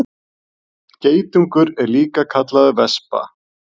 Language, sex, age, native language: Icelandic, male, 40-49, Icelandic